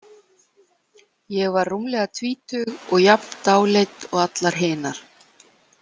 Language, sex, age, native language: Icelandic, female, 40-49, Icelandic